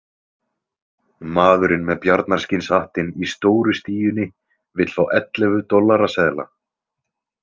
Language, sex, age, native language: Icelandic, male, 20-29, Icelandic